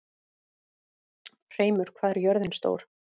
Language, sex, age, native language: Icelandic, female, 40-49, Icelandic